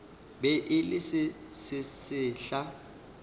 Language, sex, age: Northern Sotho, male, 35